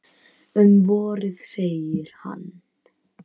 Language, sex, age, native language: Icelandic, male, 10, Icelandic